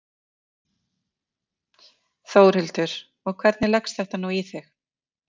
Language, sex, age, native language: Icelandic, female, 50-59, Icelandic